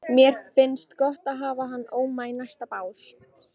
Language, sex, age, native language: Icelandic, female, 14, Icelandic